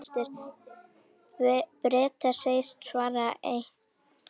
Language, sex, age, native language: Icelandic, female, 10, Icelandic